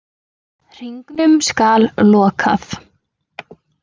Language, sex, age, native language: Icelandic, female, 20-29, Icelandic